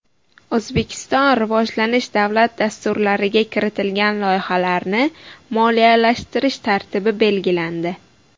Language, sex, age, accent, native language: Uzbek, female, 19-29, Buxoro, Uzbek